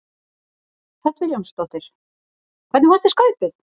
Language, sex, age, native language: Icelandic, female, 40-49, Icelandic